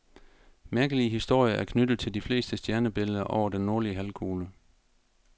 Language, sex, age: Danish, male, 42